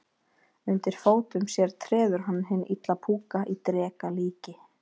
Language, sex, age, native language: Icelandic, female, 20-29, Icelandic